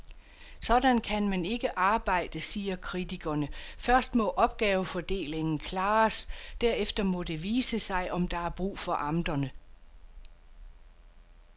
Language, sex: Danish, female